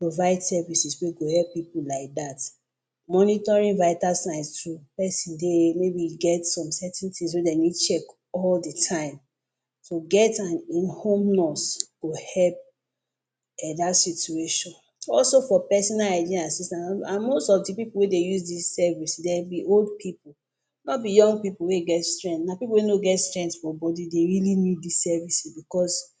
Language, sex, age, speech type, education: Nigerian Pidgin, female, 30-45, spontaneous, tertiary